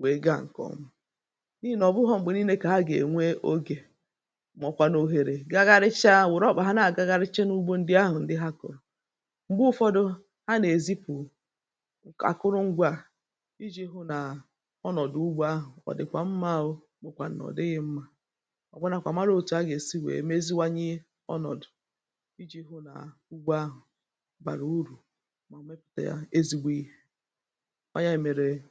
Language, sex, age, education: Igbo, female, 30-45, tertiary